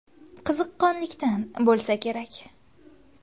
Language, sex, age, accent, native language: Uzbek, female, 19-29, Qashqadaryo, Uzbek